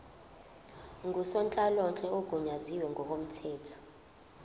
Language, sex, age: Zulu, female, 24